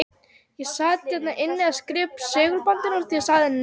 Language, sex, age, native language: Icelandic, female, 18-19, Icelandic